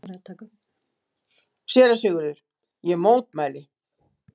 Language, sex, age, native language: Icelandic, female, 70-79, Icelandic